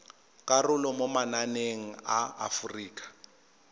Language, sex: Tswana, male